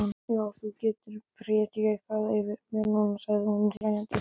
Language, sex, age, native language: Icelandic, male, 12, Icelandic